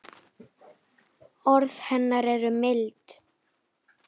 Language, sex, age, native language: Icelandic, female, 10, Icelandic